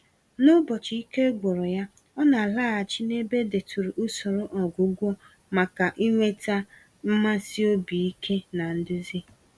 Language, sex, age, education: Igbo, female, 30-45, tertiary